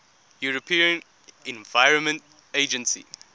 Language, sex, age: English, male, 20